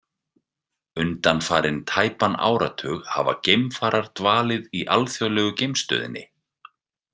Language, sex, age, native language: Icelandic, male, 40-49, Icelandic